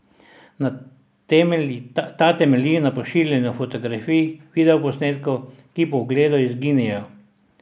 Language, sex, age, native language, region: Slovenian, male, 60+, Slovenian, Drava region